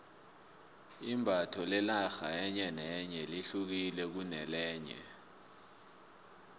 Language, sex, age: South Ndebele, male, 24